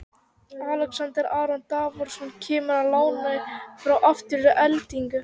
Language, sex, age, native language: Icelandic, female, 18-19, Icelandic